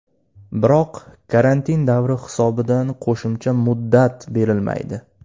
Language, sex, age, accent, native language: Uzbek, male, 18-24, Andijon, Uzbek